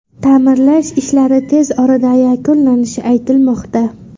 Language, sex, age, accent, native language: Uzbek, female, under 19, Qashqadaryo, Uzbek